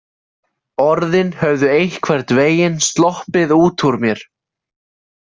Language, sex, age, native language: Icelandic, male, 20-29, Icelandic